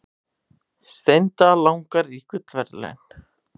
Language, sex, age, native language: Icelandic, male, 18-19, Icelandic